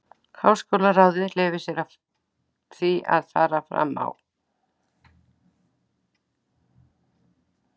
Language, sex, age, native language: Icelandic, female, 60-69, Icelandic